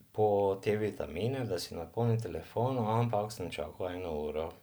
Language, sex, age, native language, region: Slovenian, male, 50-59, Slovenian, Drava region